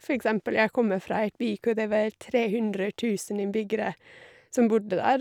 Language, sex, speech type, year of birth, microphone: Norwegian, female, spontaneous, 1985, Shure